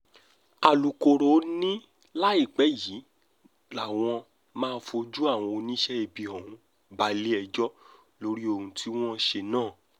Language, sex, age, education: Yoruba, male, 30-45, tertiary